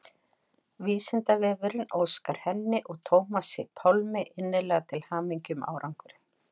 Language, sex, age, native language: Icelandic, female, 40-49, Icelandic